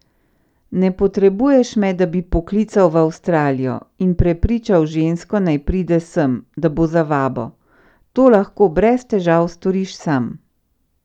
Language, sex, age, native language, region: Slovenian, female, 50-59, Slovenian, Central Slovenia